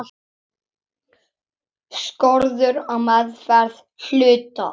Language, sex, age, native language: Icelandic, male, 8, Icelandic